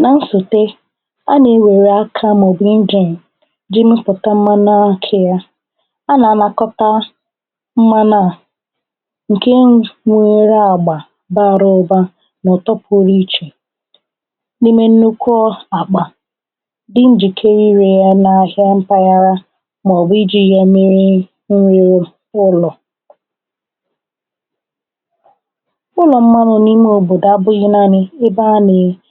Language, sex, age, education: Igbo, female, 15-29, tertiary